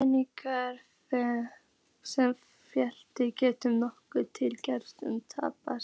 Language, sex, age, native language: Icelandic, female, 14, Icelandic